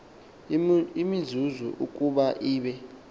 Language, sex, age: Xhosa, male, 19